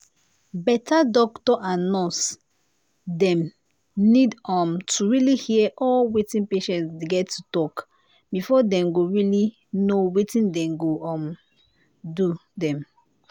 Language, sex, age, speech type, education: Nigerian Pidgin, female, 15-29, spontaneous, tertiary